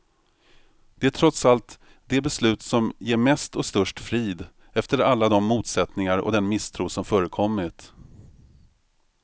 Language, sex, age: Swedish, male, 45